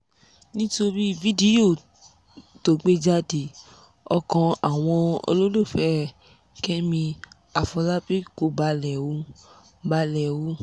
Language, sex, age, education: Yoruba, female, 15-29, tertiary